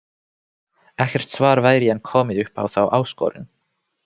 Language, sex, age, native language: Icelandic, male, 18-19, Finnish